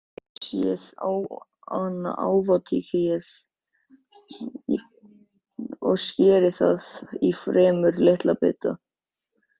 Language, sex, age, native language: Icelandic, male, 14, Icelandic